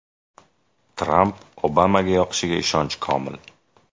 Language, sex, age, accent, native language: Uzbek, male, 18-24, Jizzax, Uzbek